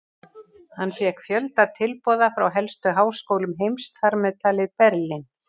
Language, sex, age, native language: Icelandic, female, 60-69, Icelandic